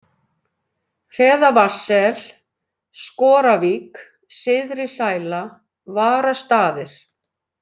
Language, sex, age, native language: Icelandic, female, 50-59, Icelandic